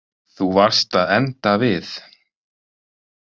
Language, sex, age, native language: Icelandic, male, 30-39, Icelandic